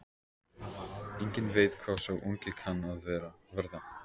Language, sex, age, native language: Icelandic, male, 18-19, Icelandic